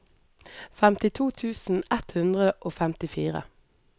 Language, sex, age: Norwegian, female, 38